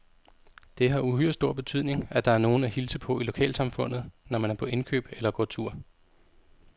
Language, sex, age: Danish, male, 32